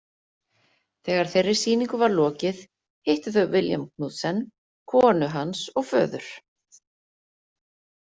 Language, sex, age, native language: Icelandic, female, 50-59, Icelandic